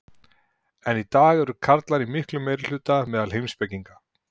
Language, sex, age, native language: Icelandic, male, 40-49, Icelandic